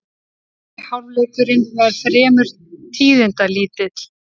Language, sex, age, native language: Icelandic, female, 30-39, Icelandic